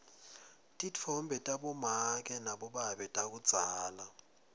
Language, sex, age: Swati, male, 20